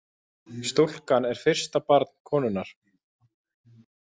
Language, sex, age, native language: Icelandic, male, 20-29, Icelandic